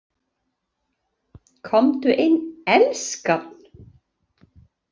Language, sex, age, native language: Icelandic, female, 40-49, Icelandic